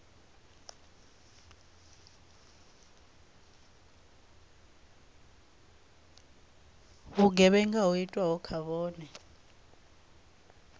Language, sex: Venda, female